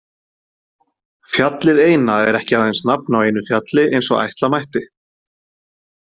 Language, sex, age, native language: Icelandic, male, 30-39, Icelandic